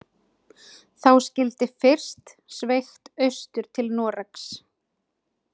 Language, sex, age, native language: Icelandic, female, 20-29, Icelandic